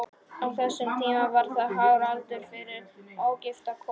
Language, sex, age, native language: Icelandic, male, 12, Polish